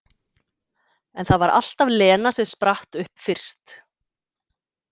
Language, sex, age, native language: Icelandic, female, 50-59, Icelandic